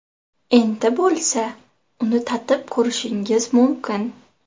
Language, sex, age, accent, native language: Uzbek, female, 18-24, Qashqadaryo, Uzbek